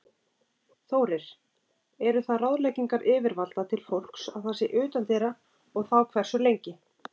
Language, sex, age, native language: Icelandic, female, 30-39, Icelandic